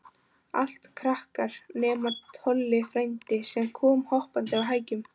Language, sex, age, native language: Icelandic, female, 15, Icelandic